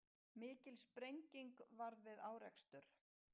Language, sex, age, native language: Icelandic, female, 50-59, Icelandic